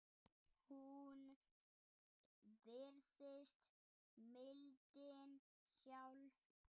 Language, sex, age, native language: Icelandic, male, 8, Icelandic